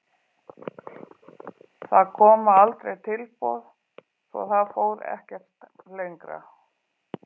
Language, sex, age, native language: Icelandic, female, 40-49, Icelandic